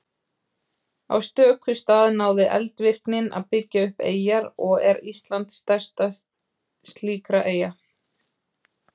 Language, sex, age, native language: Icelandic, female, 30-39, Icelandic